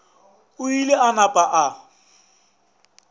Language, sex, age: Northern Sotho, male, 24